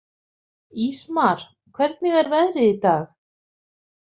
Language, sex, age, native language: Icelandic, female, 50-59, Icelandic